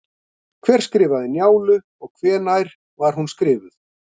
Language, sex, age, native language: Icelandic, male, 50-59, Icelandic